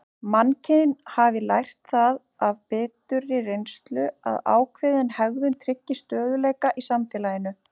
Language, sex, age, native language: Icelandic, female, 40-49, Icelandic